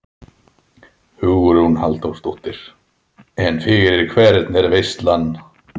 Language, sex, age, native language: Icelandic, male, 30-39, Icelandic